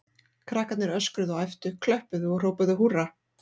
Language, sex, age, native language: Icelandic, female, 40-49, Icelandic